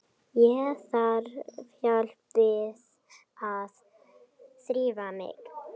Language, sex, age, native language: Icelandic, female, 12, Icelandic